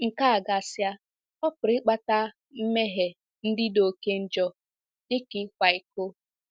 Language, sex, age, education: Igbo, female, 15-29, secondary